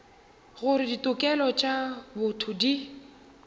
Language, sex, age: Northern Sotho, female, 21